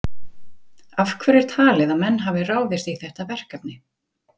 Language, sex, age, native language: Icelandic, female, 40-49, Icelandic